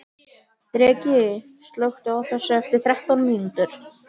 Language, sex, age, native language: Icelandic, female, 18-19, Icelandic